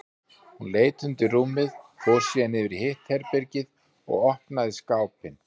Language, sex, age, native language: Icelandic, male, 50-59, Icelandic